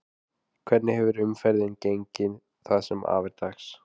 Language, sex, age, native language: Icelandic, male, 20-29, Icelandic